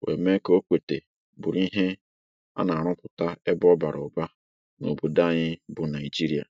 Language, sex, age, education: Igbo, male, 30-45, tertiary